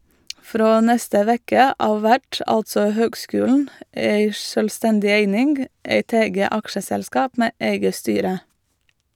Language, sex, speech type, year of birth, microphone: Norwegian, female, read, 1986, Shure